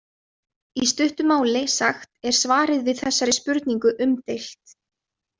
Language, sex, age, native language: Icelandic, female, 20-29, Icelandic